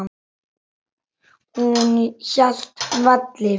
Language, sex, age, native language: Icelandic, male, 10, Icelandic